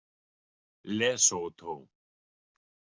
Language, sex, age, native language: Icelandic, male, 50-59, Icelandic